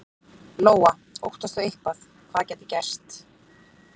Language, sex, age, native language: Icelandic, female, 40-49, Icelandic